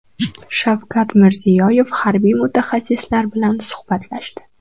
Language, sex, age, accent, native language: Uzbek, female, 12-17, Farg'ona, Uzbek